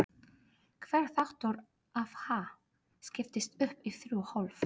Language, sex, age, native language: Icelandic, female, 30-39, Polish